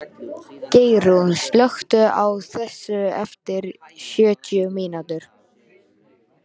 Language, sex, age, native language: Icelandic, male, 13, Icelandic